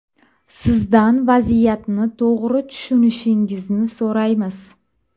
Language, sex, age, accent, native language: Uzbek, female, 25-34, Toshkent viloyati, Uzbek